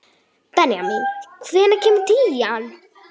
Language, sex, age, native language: Icelandic, female, 18-19, Icelandic